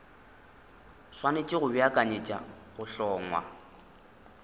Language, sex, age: Northern Sotho, male, 21